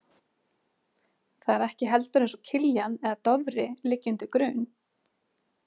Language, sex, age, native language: Icelandic, female, 30-39, Icelandic